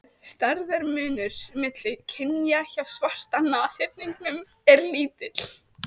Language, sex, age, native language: Icelandic, female, 18-19, Icelandic